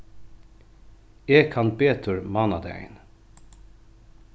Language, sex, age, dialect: Faroese, male, 36-60, Norðuroyggjar